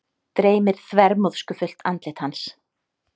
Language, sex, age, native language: Icelandic, female, 30-39, Icelandic